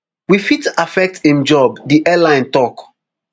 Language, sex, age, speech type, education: Nigerian Pidgin, male, 15-29, spontaneous, tertiary